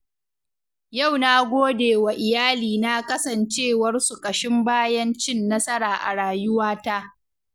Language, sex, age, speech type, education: Hausa, female, 15-29, read, secondary